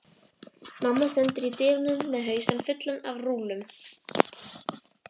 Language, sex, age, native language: Icelandic, female, 11, Icelandic